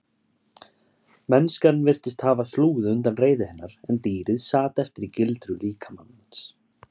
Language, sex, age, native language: Icelandic, male, 30-39, Icelandic